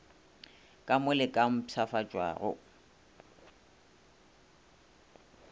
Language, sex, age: Northern Sotho, male, 26